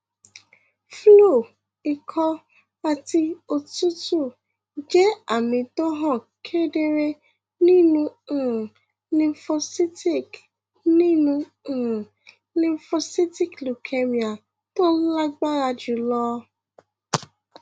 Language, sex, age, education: Yoruba, female, 15-29, tertiary